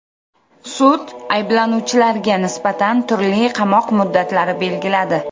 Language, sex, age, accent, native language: Uzbek, female, 25-34, Samarqand, Uzbek